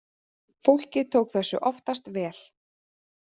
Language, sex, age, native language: Icelandic, female, 30-39, Icelandic